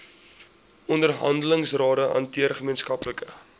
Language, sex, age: Afrikaans, male, 20